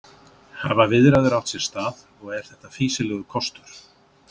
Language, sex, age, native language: Icelandic, male, 60-69, Icelandic